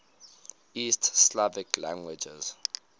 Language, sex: English, male